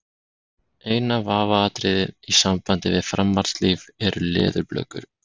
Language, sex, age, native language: Icelandic, male, 30-39, Icelandic